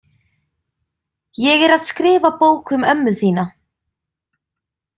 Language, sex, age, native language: Icelandic, female, 20-29, Icelandic